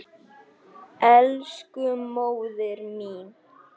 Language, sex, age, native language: Icelandic, male, 9, Icelandic